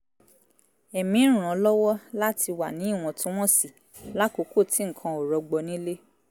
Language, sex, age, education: Yoruba, female, 15-29, tertiary